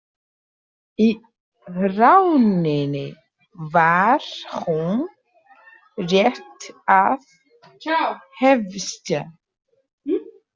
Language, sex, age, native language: Icelandic, female, 30-39, Portuguese